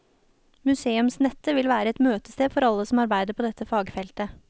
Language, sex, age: Norwegian, female, 29